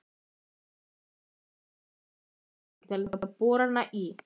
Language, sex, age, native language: Icelandic, female, 11, Icelandic